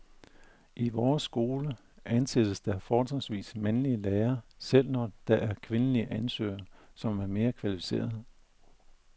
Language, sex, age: Danish, male, 41